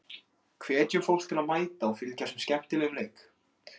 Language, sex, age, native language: Icelandic, male, 16, Icelandic